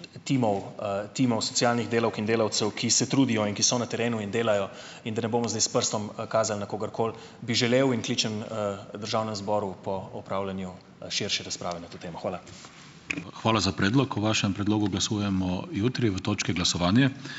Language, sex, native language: Slovenian, male, Slovenian